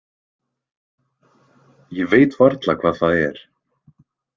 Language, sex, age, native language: Icelandic, male, 20-29, Icelandic